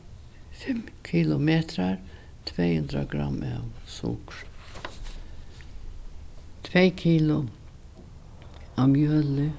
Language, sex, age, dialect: Faroese, female, 61+, Norðurstreymoy/Eysturoy